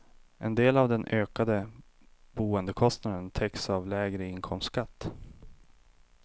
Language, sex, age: Swedish, male, 25